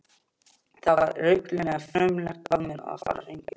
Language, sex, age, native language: Icelandic, male, 12, Icelandic